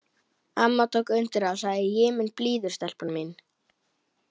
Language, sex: Icelandic, female